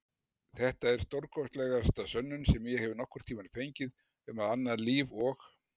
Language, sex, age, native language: Icelandic, male, 60-69, Icelandic